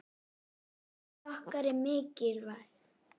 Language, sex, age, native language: Icelandic, female, 8, Icelandic